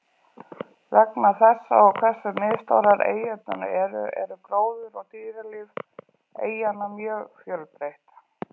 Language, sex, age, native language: Icelandic, female, 40-49, Icelandic